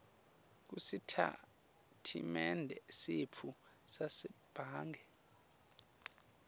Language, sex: Swati, male